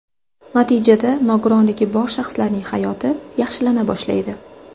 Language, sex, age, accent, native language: Uzbek, female, 25-34, Sirdaryo, Uzbek